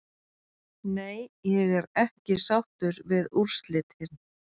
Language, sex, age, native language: Icelandic, female, 40-49, Icelandic